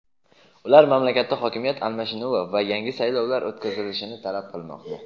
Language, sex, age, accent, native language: Uzbek, male, 18-24, Jizzax, Uzbek